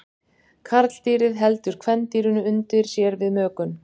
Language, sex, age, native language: Icelandic, female, 50-59, Icelandic